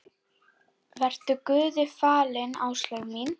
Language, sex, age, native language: Icelandic, female, 9, Icelandic